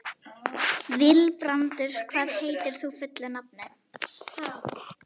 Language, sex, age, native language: Icelandic, female, 11, Icelandic